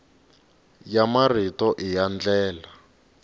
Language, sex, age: Tsonga, male, 19